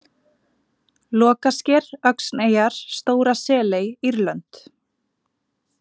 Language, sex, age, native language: Icelandic, female, 20-29, Icelandic